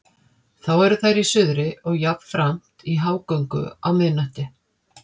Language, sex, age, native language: Icelandic, female, 50-59, Icelandic